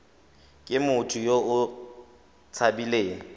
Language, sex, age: Tswana, male, 25